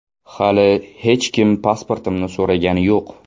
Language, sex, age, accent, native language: Uzbek, male, 18-24, Samarqand, Uzbek